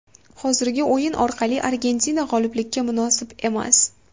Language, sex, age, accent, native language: Uzbek, female, 18-24, Farg'ona, Uzbek